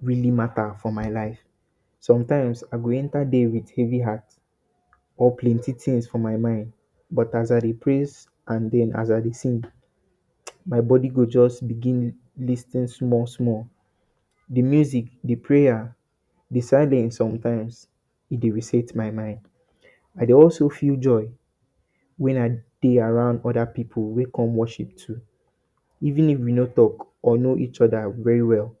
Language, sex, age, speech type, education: Nigerian Pidgin, male, 30-45, spontaneous, tertiary